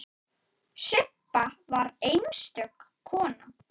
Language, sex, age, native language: Icelandic, male, 9, Icelandic